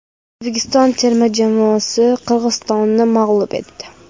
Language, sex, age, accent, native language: Uzbek, female, 12-17, Andijon, Karakalpak